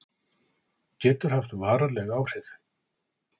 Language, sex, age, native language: Icelandic, male, 40-49, Icelandic